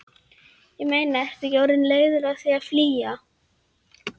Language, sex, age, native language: Icelandic, female, 11, Icelandic